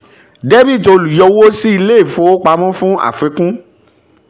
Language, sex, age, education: Yoruba, male, 30-45, tertiary